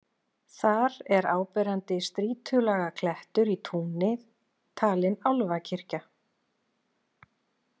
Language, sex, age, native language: Icelandic, female, 40-49, Icelandic